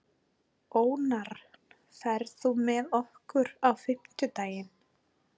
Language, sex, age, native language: Icelandic, female, 40-49, Icelandic